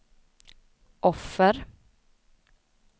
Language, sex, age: Swedish, female, 20